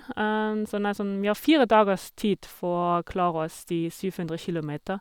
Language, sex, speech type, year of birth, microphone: Norwegian, female, spontaneous, 1979, Sennheiser